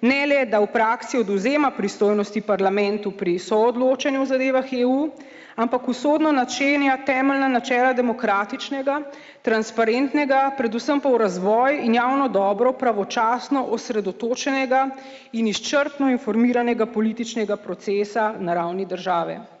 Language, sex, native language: Slovenian, female, Slovenian